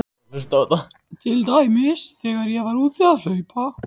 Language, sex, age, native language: Icelandic, male, 14, Icelandic